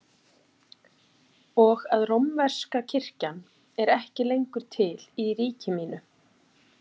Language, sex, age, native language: Icelandic, female, 40-49, Icelandic